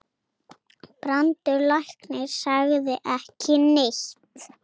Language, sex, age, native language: Icelandic, female, 7, Icelandic